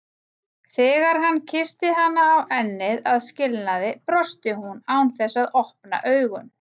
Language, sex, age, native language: Icelandic, female, 40-49, Icelandic